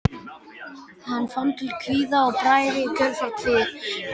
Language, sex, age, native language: Icelandic, male, 11, Icelandic